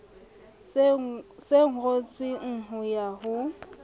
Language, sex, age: Southern Sotho, female, 27